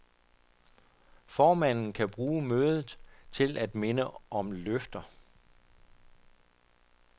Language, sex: Danish, male